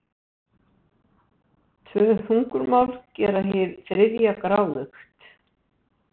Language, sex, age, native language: Icelandic, female, 60-69, Icelandic